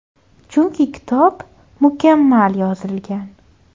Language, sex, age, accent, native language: Uzbek, female, 18-24, Toshkent viloyati, Uzbek